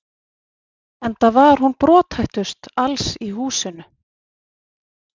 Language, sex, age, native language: Icelandic, female, 40-49, Icelandic